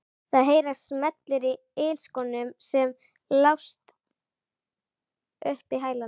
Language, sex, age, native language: Icelandic, female, 11, Icelandic